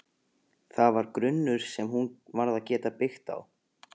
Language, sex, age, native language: Icelandic, male, 15, Icelandic